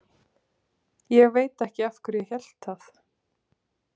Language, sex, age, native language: Icelandic, female, 20-29, Icelandic